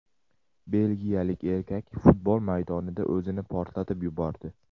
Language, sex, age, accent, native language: Uzbek, male, 18-24, Jizzax, Uzbek